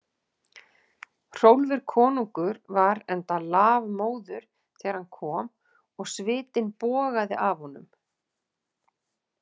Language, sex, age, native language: Icelandic, female, 40-49, Icelandic